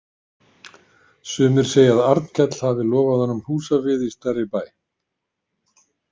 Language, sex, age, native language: Icelandic, male, 50-59, Icelandic